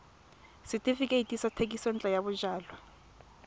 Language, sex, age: Tswana, female, 18